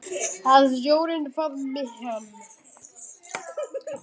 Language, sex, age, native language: Icelandic, male, 9, Icelandic